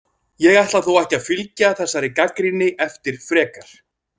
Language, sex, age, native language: Icelandic, male, 30-39, Icelandic